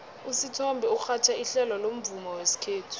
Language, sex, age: South Ndebele, female, 22